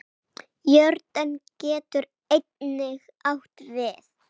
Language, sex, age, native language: Icelandic, female, 8, Icelandic